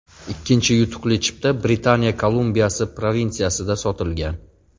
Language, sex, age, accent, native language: Uzbek, male, 35+, Farg'ona, Uzbek